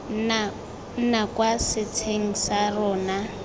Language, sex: Tswana, female